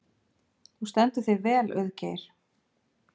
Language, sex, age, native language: Icelandic, female, 50-59, Icelandic